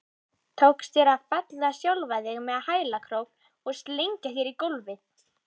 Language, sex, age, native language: Icelandic, female, 18-19, Icelandic